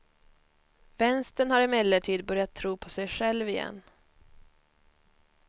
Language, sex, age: Swedish, female, 21